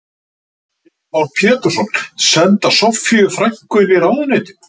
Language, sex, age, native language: Icelandic, male, 50-59, Icelandic